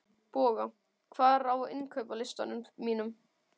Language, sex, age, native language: Icelandic, male, 12, Icelandic